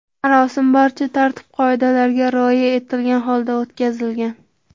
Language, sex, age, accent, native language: Uzbek, male, 18-24, Andijon, Uzbek